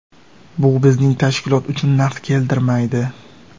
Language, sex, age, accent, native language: Uzbek, male, 18-24, Sirdaryo, Uzbek